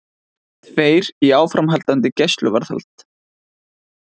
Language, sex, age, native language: Icelandic, male, 20-29, Icelandic